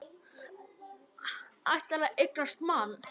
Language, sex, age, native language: Icelandic, male, 10, Icelandic